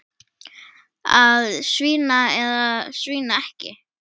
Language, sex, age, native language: Icelandic, female, 10, Icelandic